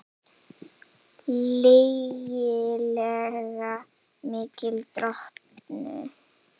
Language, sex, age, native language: Icelandic, female, 18-19, Icelandic